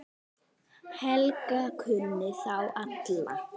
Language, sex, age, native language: Icelandic, female, 9, Icelandic